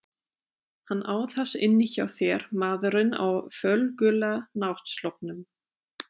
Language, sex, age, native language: Icelandic, female, 30-39, German